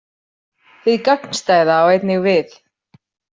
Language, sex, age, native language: Icelandic, female, 40-49, Icelandic